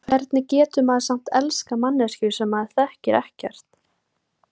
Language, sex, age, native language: Icelandic, female, 18-19, Icelandic